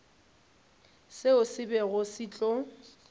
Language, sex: Northern Sotho, female